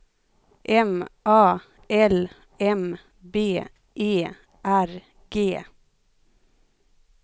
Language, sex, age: Swedish, female, 25